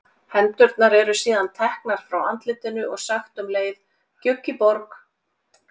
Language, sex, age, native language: Icelandic, female, 40-49, Icelandic